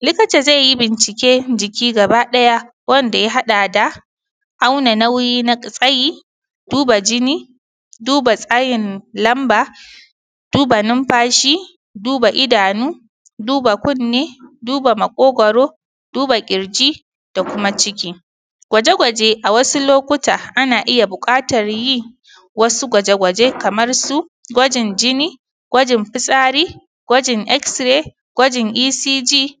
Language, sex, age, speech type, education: Hausa, female, 15-29, spontaneous, primary